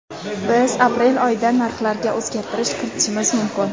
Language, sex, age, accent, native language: Uzbek, female, under 19, Toshkent viloyati, Uzbek